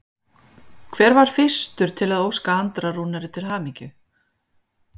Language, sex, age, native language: Icelandic, female, 50-59, Icelandic